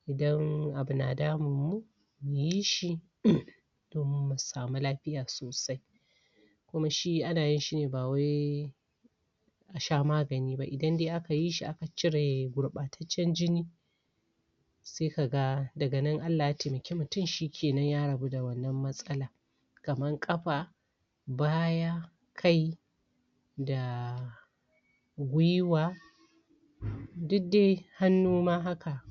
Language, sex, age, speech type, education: Hausa, female, 46-60, spontaneous, tertiary